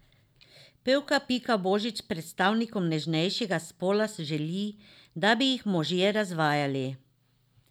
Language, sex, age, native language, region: Slovenian, female, 50-59, Slovenian, Drava region